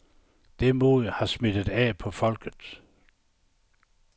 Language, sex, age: Danish, male, 69